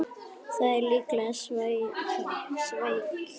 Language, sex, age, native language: Icelandic, female, 10, Icelandic